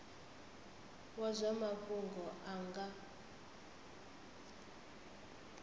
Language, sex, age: Venda, female, 25